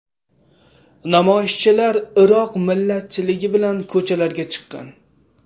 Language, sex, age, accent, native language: Uzbek, male, 18-24, Samarqand, Uzbek